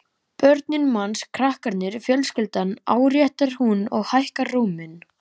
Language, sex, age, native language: Icelandic, male, 11, Icelandic